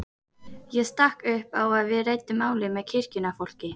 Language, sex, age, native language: Icelandic, female, 18-19, Icelandic